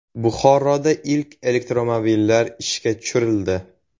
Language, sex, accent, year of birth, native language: Uzbek, male, Jizzax, 2004, Uzbek